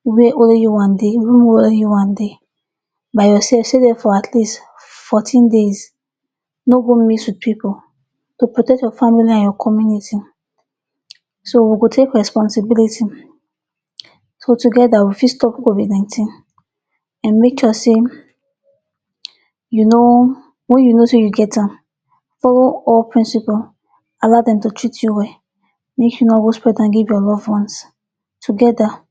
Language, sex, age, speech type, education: Nigerian Pidgin, female, 46-60, spontaneous, tertiary